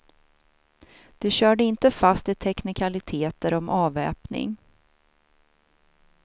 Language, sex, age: Swedish, female, 42